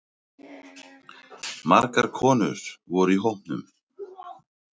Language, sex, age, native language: Icelandic, male, 30-39, Icelandic